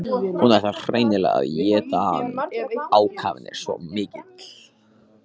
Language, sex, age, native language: Icelandic, male, 14, Icelandic